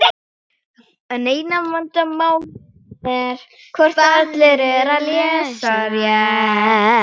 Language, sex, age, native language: Icelandic, female, 9, Icelandic